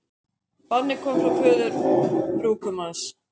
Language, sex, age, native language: Icelandic, female, 60-69, Icelandic